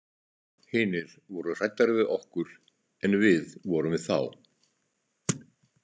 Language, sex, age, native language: Icelandic, male, 60-69, Icelandic